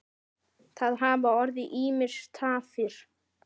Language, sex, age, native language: Icelandic, female, 9, Icelandic